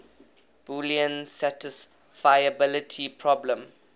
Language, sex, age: English, male, 21